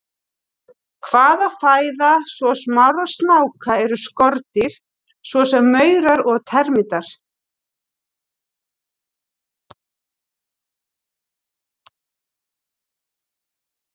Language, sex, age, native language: Icelandic, female, 40-49, Icelandic